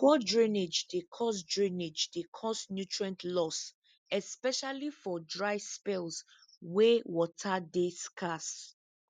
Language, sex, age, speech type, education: Nigerian Pidgin, female, 15-29, spontaneous, tertiary